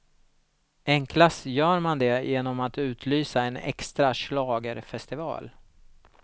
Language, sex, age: Swedish, male, 36